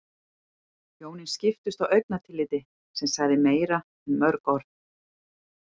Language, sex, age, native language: Icelandic, female, 40-49, Icelandic